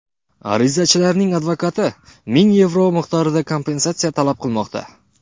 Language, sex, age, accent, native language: Uzbek, male, 19-29, Qoraqalpog'iston, Karakalpak